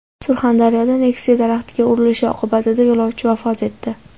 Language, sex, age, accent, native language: Uzbek, female, 18-24, Andijon, Uzbek